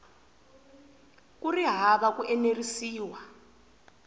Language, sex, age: Tsonga, female, 20